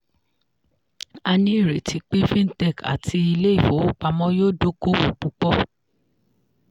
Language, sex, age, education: Yoruba, female, 15-29, tertiary